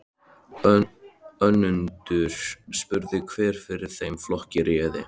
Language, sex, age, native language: Icelandic, male, 13, Icelandic